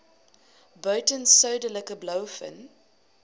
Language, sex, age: Afrikaans, female, 19